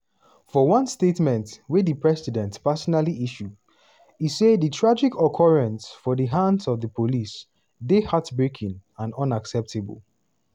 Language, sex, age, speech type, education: Nigerian Pidgin, male, 15-29, spontaneous, tertiary